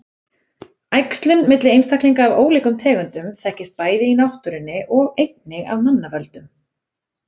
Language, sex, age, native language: Icelandic, female, 20-29, Icelandic